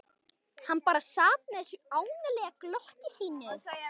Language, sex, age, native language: Icelandic, male, 11, Icelandic